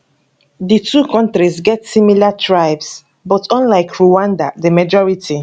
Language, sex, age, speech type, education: Nigerian Pidgin, female, 15-29, spontaneous, tertiary